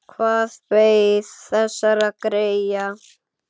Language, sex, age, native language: Icelandic, male, 9, Icelandic